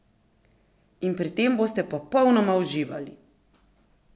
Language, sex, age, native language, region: Slovenian, female, 50-59, Slovenian, Central Slovenia